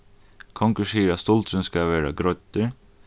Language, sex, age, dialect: Faroese, male, 15-35, Norðuroyggjar